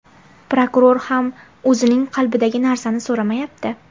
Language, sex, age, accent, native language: Uzbek, female, 18-24, Farg'ona, Uzbek